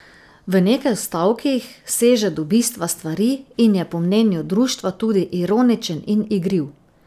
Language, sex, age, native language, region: Slovenian, female, 50-59, Slovenian, Drava region